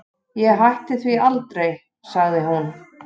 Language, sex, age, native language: Icelandic, male, 11, Icelandic